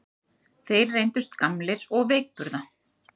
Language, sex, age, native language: Icelandic, female, 30-39, Icelandic